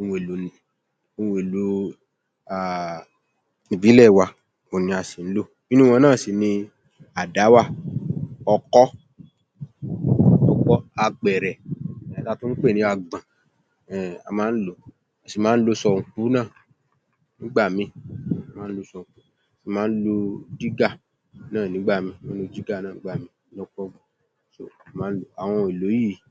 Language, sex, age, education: Yoruba, male, 30-45, tertiary